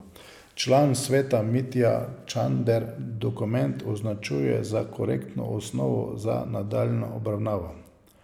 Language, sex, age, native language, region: Slovenian, male, 50-59, Slovenian, Savinja region